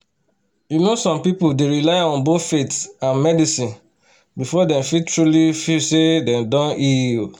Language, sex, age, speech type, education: Nigerian Pidgin, male, 30-45, spontaneous, tertiary